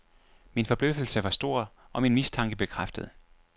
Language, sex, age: Danish, male, 24